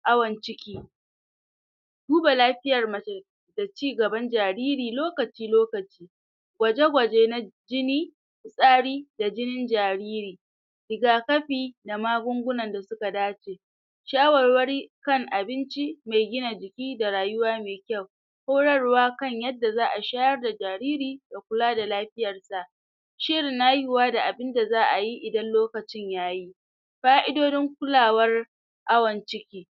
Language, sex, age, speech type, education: Hausa, male, 30-45, spontaneous, tertiary